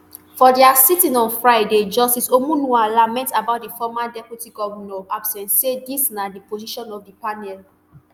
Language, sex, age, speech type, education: Nigerian Pidgin, female, 15-29, spontaneous, tertiary